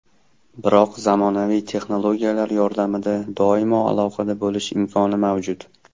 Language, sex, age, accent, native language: Uzbek, male, 19-29, Toshkent shahri, Uzbek